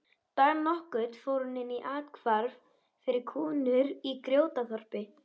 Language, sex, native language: Icelandic, female, Icelandic